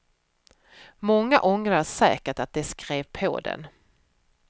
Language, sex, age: Swedish, female, 44